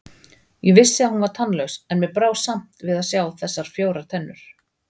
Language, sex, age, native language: Icelandic, female, 40-49, Icelandic